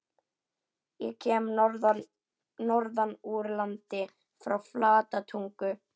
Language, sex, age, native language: Icelandic, female, 11, Icelandic